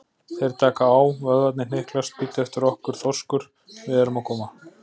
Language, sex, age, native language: Icelandic, male, 40-49, Icelandic